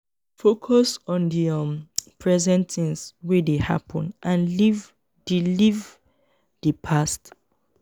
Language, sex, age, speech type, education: Nigerian Pidgin, female, 15-29, spontaneous, tertiary